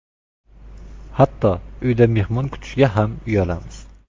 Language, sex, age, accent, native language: Uzbek, male, 25-34, Qashqadaryo, Uzbek